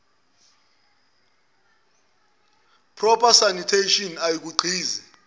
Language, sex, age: Zulu, male, 22